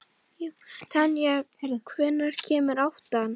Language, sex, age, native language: Icelandic, female, 12, Icelandic